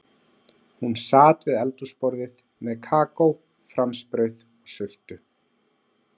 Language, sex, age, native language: Icelandic, male, 40-49, Icelandic